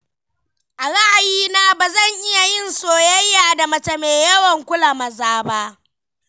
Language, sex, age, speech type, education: Hausa, female, 15-29, read, primary